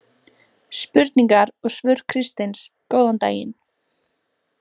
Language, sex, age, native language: Icelandic, female, 18-19, Icelandic